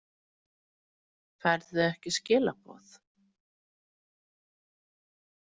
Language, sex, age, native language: Icelandic, female, 40-49, Icelandic